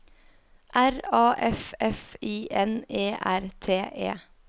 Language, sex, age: Norwegian, female, 23